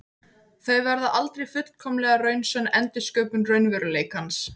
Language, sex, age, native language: Icelandic, female, 18-19, Icelandic